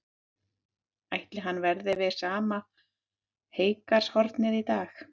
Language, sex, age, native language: Icelandic, female, 30-39, Icelandic